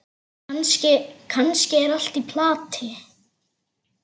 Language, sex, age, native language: Icelandic, female, 8, Icelandic